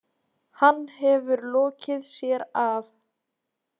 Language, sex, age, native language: Icelandic, female, 20-29, Icelandic